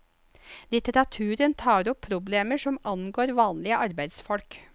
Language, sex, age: Norwegian, female, 54